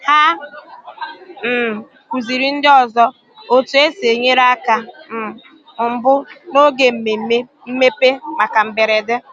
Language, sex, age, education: Igbo, female, 15-29, secondary